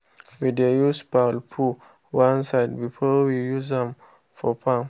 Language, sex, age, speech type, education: Nigerian Pidgin, male, 15-29, spontaneous, tertiary